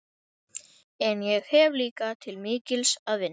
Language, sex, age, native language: Icelandic, female, 12, Icelandic